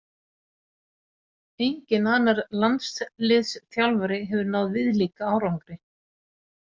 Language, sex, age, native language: Icelandic, female, 40-49, Icelandic